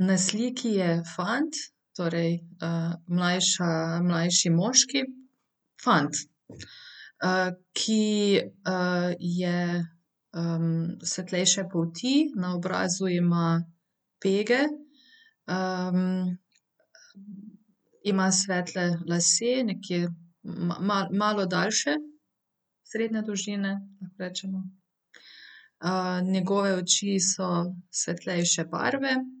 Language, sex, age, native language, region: Slovenian, female, 30-49, Slovenian, Central Slovenia